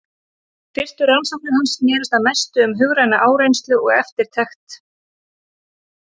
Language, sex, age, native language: Icelandic, female, 30-39, Icelandic